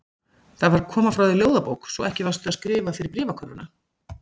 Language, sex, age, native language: Icelandic, female, 40-49, Icelandic